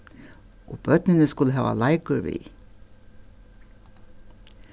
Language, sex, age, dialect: Faroese, female, 61+, Suðurstreymoy